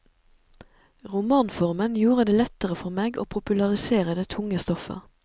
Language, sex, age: Norwegian, female, 37